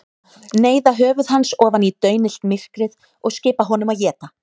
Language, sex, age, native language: Icelandic, female, 30-39, Icelandic